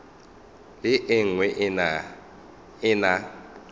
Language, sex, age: Northern Sotho, male, 35